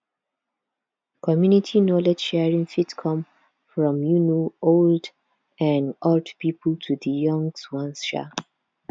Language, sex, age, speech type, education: Nigerian Pidgin, female, 15-29, spontaneous, tertiary